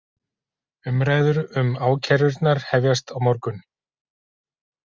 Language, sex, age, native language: Icelandic, male, 40-49, Icelandic